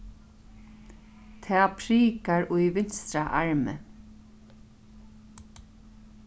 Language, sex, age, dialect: Faroese, female, 36-60, Norðurstreymoy/Eysturoy